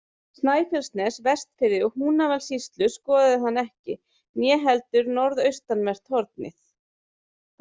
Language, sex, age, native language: Icelandic, female, 30-39, Icelandic